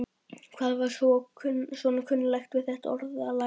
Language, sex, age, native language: Icelandic, male, 12, Icelandic